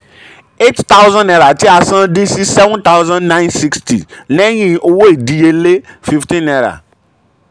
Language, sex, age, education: Yoruba, male, 30-45, tertiary